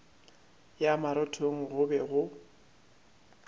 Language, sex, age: Northern Sotho, male, 25